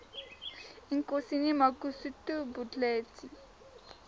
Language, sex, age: Afrikaans, female, 19